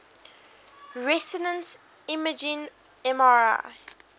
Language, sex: English, female